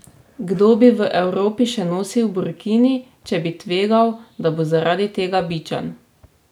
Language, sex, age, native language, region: Slovenian, female, 18-29, Slovenian, Drava region